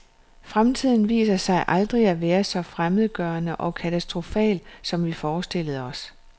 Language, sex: Danish, female